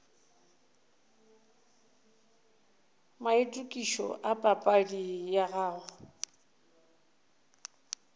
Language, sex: Northern Sotho, female